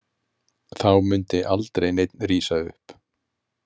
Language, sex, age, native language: Icelandic, male, 50-59, Icelandic